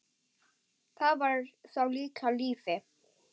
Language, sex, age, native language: Icelandic, female, 10, Icelandic